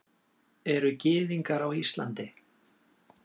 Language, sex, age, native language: Icelandic, male, 40-49, Icelandic